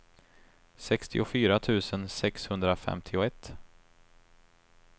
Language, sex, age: Swedish, male, 23